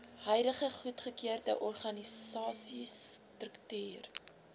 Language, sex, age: Afrikaans, female, 19